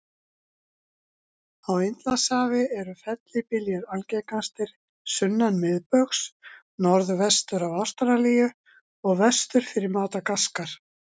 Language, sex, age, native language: Icelandic, female, 60-69, Icelandic